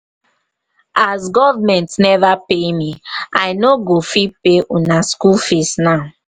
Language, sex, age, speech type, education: Nigerian Pidgin, female, 15-29, spontaneous, tertiary